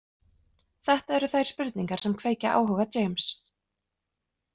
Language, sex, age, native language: Icelandic, female, 20-29, Icelandic